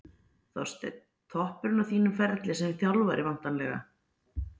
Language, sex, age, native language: Icelandic, female, 40-49, Icelandic